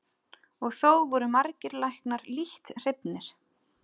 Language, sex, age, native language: Icelandic, female, 30-39, Icelandic